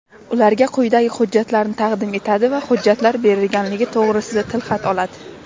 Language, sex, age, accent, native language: Uzbek, female, 19-29, Jizzax, Uzbek